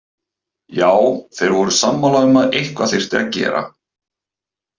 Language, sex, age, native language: Icelandic, male, 30-39, Icelandic